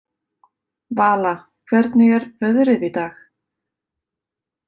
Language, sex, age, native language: Icelandic, female, 30-39, Icelandic